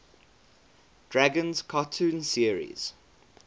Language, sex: English, male